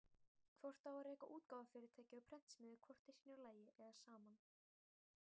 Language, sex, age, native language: Icelandic, female, 18-19, Icelandic